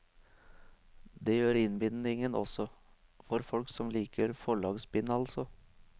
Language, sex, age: Norwegian, male, 23